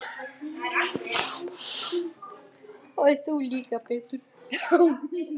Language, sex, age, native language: Icelandic, male, 9, Icelandic